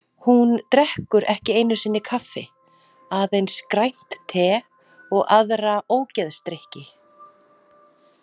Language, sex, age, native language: Icelandic, female, 40-49, Icelandic